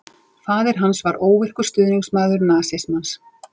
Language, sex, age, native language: Icelandic, female, 40-49, Icelandic